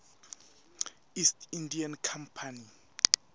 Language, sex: Swati, male